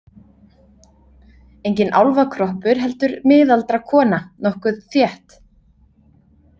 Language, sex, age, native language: Icelandic, female, 30-39, Icelandic